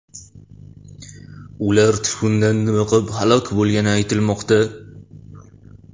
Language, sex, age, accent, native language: Uzbek, male, 18-24, Toshkent shahri, Uzbek